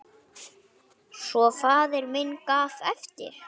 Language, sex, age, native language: Icelandic, male, 9, Icelandic